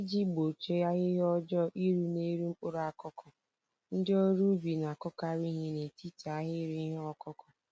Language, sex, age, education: Igbo, female, 15-29, tertiary